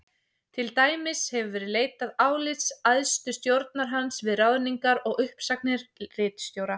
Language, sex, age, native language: Icelandic, female, 20-29, Icelandic